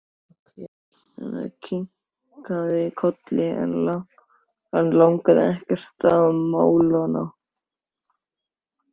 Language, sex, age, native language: Icelandic, male, 14, Icelandic